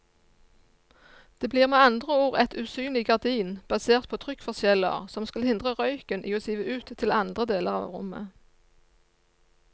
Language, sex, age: Norwegian, female, 54